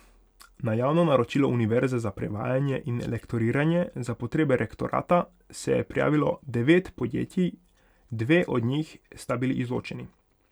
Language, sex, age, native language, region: Slovenian, male, 18-29, Hungarian, Pomurje region